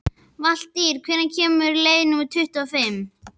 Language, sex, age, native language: Icelandic, female, 11, Icelandic